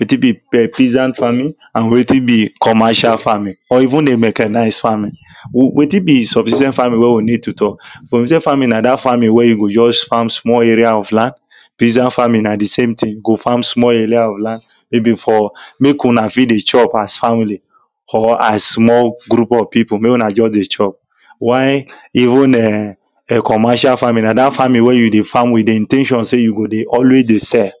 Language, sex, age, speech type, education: Nigerian Pidgin, male, 15-29, spontaneous, tertiary